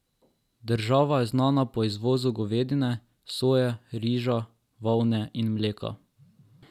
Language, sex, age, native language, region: Slovenian, male, 12-17, Slovenian, Drava region